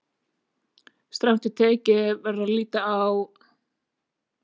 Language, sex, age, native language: Icelandic, female, 30-39, Icelandic